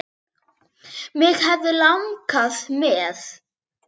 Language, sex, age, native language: Icelandic, female, 8, Icelandic